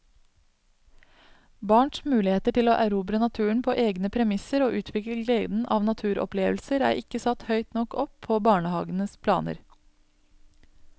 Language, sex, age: Norwegian, female, 27